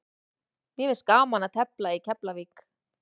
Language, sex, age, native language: Icelandic, female, 30-39, Icelandic